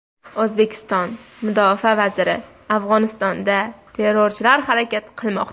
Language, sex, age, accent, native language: Uzbek, female, under 19, Toshkent viloyati, Uzbek